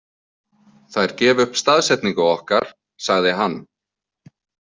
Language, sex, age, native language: Icelandic, male, 20-29, Icelandic